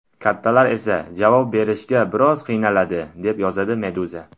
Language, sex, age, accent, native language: Uzbek, male, under 19, Buxoro, Tajik